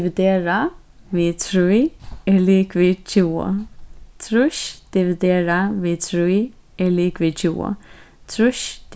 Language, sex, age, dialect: Faroese, female, 15-35, Suðurstreymoy